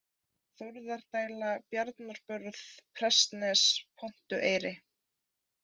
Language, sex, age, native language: Icelandic, female, 20-29, Icelandic